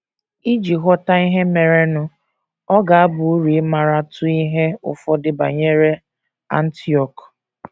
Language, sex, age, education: Igbo, female, 15-29, tertiary